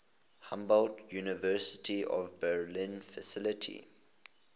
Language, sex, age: English, male, 20